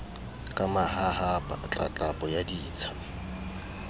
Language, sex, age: Southern Sotho, male, 20